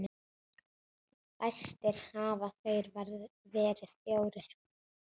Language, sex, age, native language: Icelandic, female, 9, Icelandic